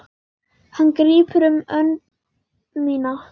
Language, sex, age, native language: Icelandic, female, 10, Icelandic